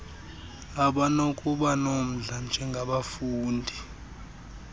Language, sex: Xhosa, male